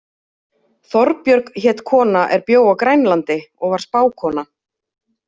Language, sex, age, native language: Icelandic, female, 30-39, Icelandic